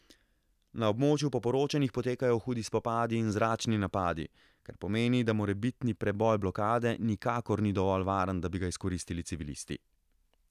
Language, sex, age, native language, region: Slovenian, male, 30-49, Slovenian, Central Slovenia